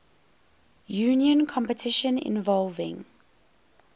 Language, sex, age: English, female, 21